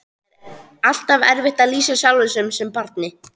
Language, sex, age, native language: Icelandic, female, 13, Icelandic